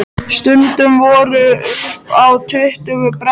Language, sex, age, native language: Icelandic, male, 13, Icelandic